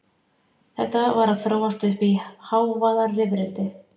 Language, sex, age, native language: Icelandic, female, 50-59, Icelandic